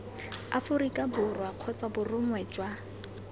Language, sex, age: Tswana, female, 22